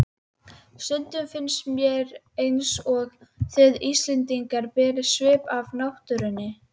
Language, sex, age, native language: Icelandic, female, 12, Icelandic